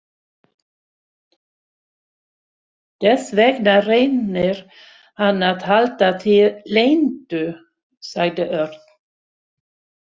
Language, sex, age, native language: Icelandic, female, 60-69, Swedish